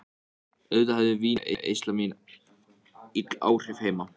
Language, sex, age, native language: Icelandic, male, 14, Icelandic